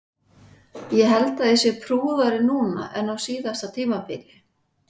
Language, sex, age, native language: Icelandic, female, 40-49, Icelandic